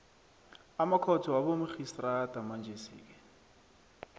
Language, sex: South Ndebele, male